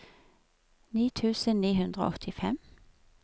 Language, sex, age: Norwegian, female, 46